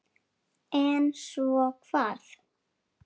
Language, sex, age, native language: Icelandic, female, 8, Icelandic